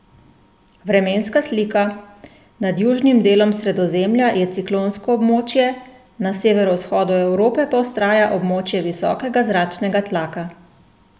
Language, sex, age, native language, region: Slovenian, female, 30-49, Slovenian, Central Slovenia